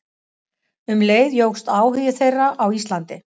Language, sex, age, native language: Icelandic, female, 60-69, Icelandic